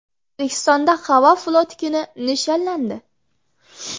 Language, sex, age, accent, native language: Uzbek, female, under 19, Xorazm, Uzbek